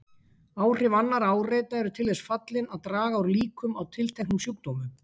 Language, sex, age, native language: Icelandic, female, 50-59, Icelandic